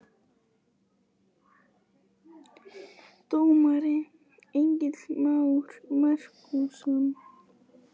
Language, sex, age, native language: Icelandic, female, 20-29, Polish